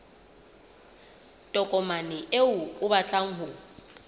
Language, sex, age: Southern Sotho, female, 29